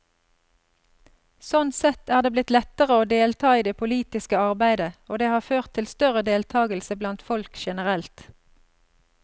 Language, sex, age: Norwegian, female, 32